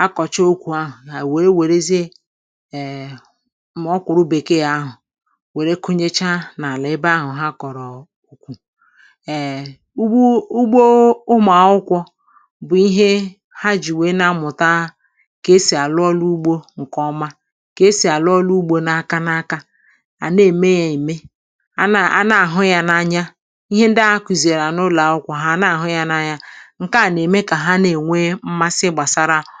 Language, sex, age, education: Igbo, female, 46-60, tertiary